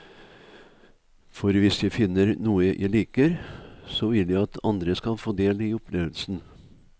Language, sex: Norwegian, male